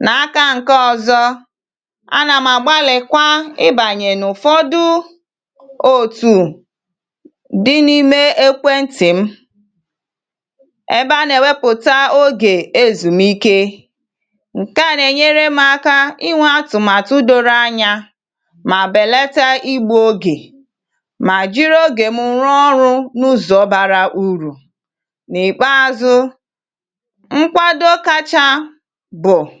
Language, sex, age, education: Igbo, female, 15-29, tertiary